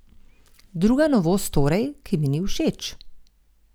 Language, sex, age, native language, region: Slovenian, female, 50-59, Slovenian, Gorenjska region